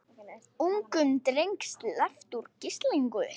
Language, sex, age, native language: Icelandic, female, 18-19, Icelandic